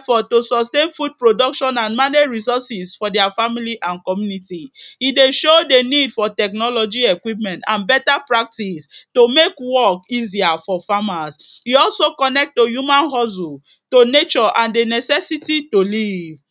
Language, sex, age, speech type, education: Nigerian Pidgin, female, 15-29, spontaneous, secondary